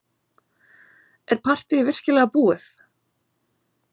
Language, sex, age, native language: Icelandic, female, 20-29, Icelandic